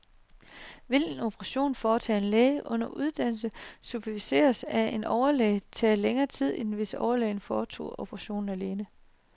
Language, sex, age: Danish, female, 30